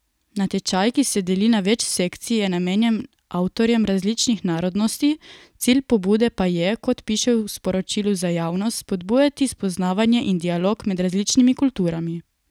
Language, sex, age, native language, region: Slovenian, female, 18-29, Slovenian, Coastal Karst region